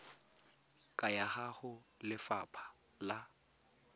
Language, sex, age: Tswana, male, 20